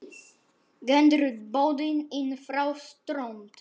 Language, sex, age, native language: Icelandic, male, 9, Polish